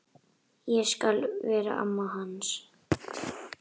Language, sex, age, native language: Icelandic, female, 10, Icelandic